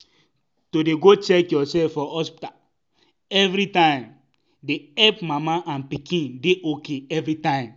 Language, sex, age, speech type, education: Nigerian Pidgin, male, 15-29, spontaneous, tertiary